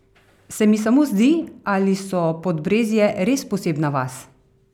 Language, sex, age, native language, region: Slovenian, female, 30-49, Slovenian, Carinthia region